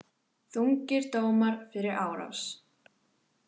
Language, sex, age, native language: Icelandic, female, 18-19, Icelandic